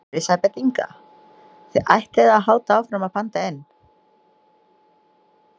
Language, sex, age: Icelandic, female, 20-29